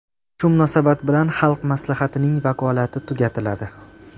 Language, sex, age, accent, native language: Uzbek, male, 18-24, Jizzax, Uzbek